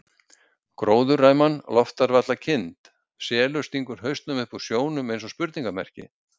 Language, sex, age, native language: Icelandic, male, 60-69, Icelandic